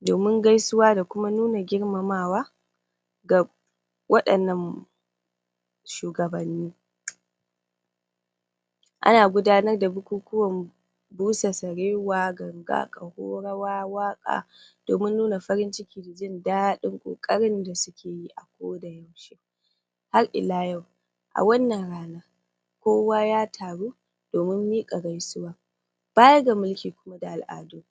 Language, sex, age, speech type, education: Hausa, female, 15-29, spontaneous, primary